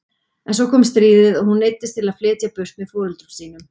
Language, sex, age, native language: Icelandic, female, 40-49, Icelandic